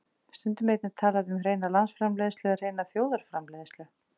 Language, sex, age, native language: Icelandic, female, 40-49, Icelandic